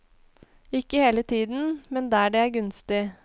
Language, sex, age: Norwegian, female, 21